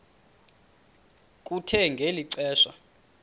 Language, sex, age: Xhosa, male, 31